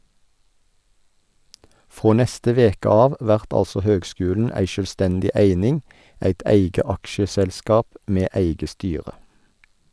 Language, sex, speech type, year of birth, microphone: Norwegian, male, read, 1972, Sennheiser